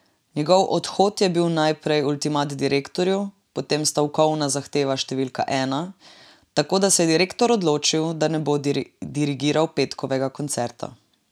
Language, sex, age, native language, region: Slovenian, female, 18-29, Slovenian, Drava region